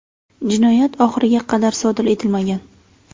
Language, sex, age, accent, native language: Uzbek, female, 18-24, Navoiy, Uzbek